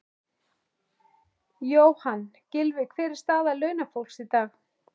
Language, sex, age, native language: Icelandic, male, 11, Icelandic